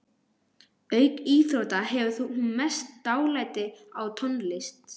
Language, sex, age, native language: Icelandic, male, 12, Icelandic